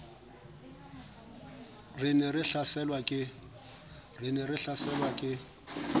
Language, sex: Southern Sotho, male